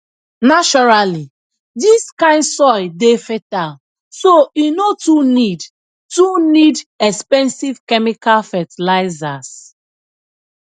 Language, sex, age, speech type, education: Nigerian Pidgin, female, 15-29, spontaneous, tertiary